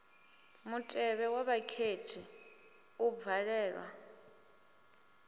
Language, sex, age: Venda, female, 24